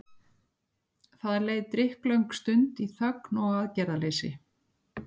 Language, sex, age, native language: Icelandic, female, 60-69, Icelandic